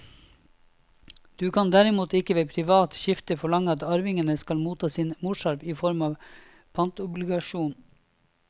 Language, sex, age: Norwegian, male, 26